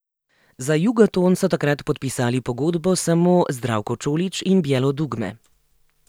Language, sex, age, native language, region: Slovenian, female, 30-49, Slovenian, Gorenjska region